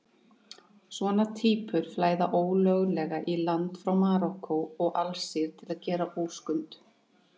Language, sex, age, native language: Icelandic, female, 30-39, Icelandic